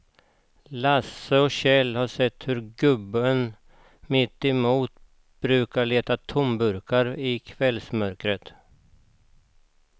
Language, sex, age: Swedish, male, 49